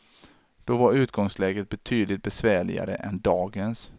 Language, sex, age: Swedish, male, 33